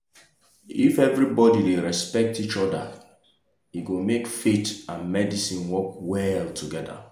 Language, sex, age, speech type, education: Nigerian Pidgin, male, 30-45, spontaneous, tertiary